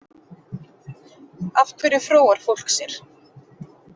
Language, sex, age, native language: Icelandic, female, 40-49, Icelandic